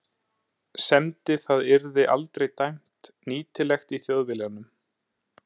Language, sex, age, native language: Icelandic, male, 30-39, Icelandic